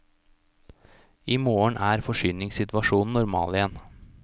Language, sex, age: Norwegian, male, 29